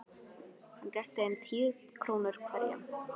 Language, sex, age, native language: Icelandic, female, 12, Icelandic